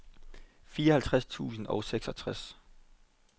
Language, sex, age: Danish, male, 25